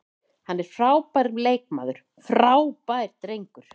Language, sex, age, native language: Icelandic, female, 30-39, Icelandic